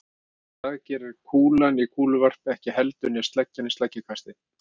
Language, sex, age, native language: Icelandic, male, 50-59, Icelandic